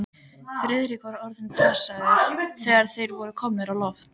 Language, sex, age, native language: Icelandic, female, 13, Icelandic